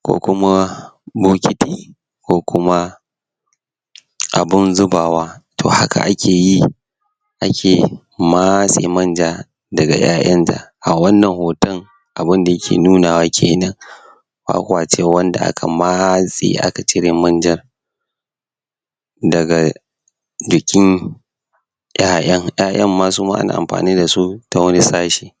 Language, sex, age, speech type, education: Hausa, male, 30-45, spontaneous, primary